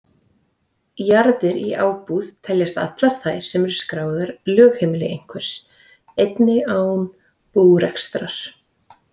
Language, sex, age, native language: Icelandic, female, 30-39, Icelandic